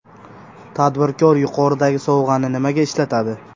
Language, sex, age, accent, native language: Uzbek, male, 18-24, Toshkent shahri, Uzbek